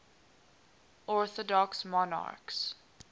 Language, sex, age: English, female, 19